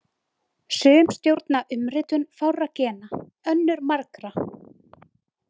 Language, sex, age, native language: Icelandic, female, 20-29, Icelandic